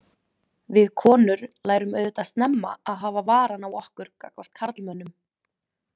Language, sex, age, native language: Icelandic, female, 20-29, Icelandic